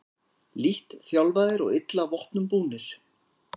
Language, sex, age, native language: Icelandic, male, 40-49, Icelandic